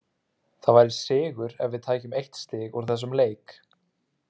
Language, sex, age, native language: Icelandic, male, 30-39, Icelandic